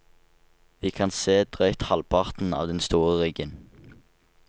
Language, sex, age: Norwegian, male, 19